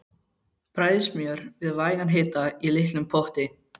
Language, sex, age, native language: Icelandic, male, 12, Icelandic